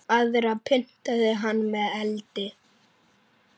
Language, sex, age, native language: Icelandic, male, 9, Icelandic